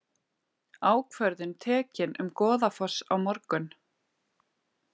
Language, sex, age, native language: Icelandic, female, 30-39, Icelandic